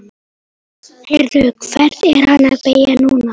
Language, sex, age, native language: Icelandic, male, 18-19, Polish